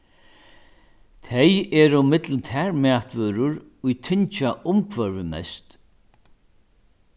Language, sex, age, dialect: Faroese, male, 61+, Norðurstreymoy/Eysturoy